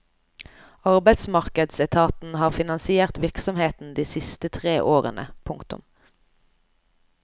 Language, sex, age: Norwegian, female, 29